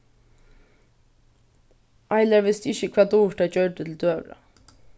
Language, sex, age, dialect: Faroese, female, 15-35, Vágar